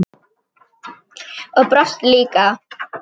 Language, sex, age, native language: Icelandic, female, 8, Icelandic